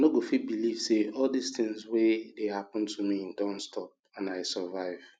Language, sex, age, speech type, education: Nigerian Pidgin, male, 30-45, spontaneous, tertiary